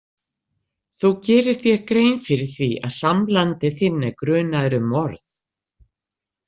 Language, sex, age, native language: Icelandic, female, 60-69, Icelandic